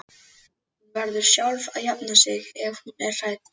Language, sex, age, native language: Icelandic, male, 11, Icelandic